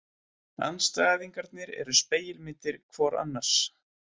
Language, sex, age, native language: Icelandic, male, 20-29, Icelandic